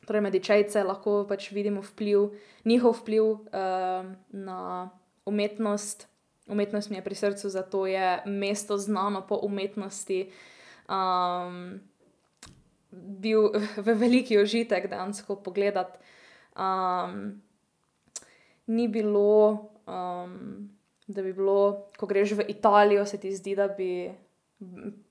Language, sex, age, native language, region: Slovenian, female, 18-29, Slovenian, Drava region